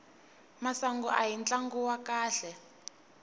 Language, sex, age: Tsonga, female, 19